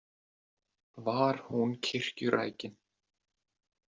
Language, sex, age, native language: Icelandic, male, 20-29, Icelandic